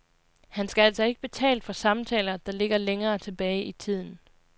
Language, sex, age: Danish, female, 20